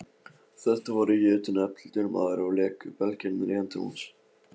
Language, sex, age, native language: Icelandic, male, 15, Polish